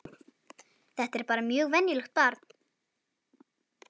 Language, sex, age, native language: Icelandic, female, 11, Icelandic